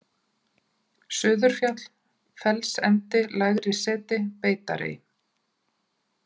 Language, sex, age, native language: Icelandic, female, 40-49, Icelandic